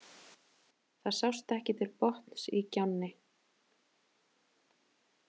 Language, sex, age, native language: Icelandic, female, 30-39, Icelandic